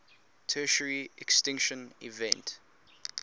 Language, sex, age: English, male, 22